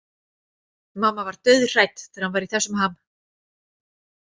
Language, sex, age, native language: Icelandic, female, 40-49, Icelandic